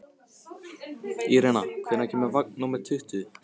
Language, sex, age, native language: Icelandic, male, 15, Icelandic